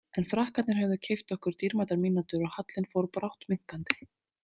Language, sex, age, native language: Icelandic, female, 30-39, Icelandic